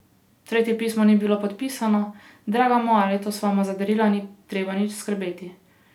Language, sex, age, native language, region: Slovenian, female, 18-29, Slovenian, Posavska region